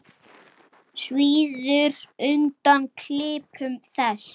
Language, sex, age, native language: Icelandic, male, 8, Icelandic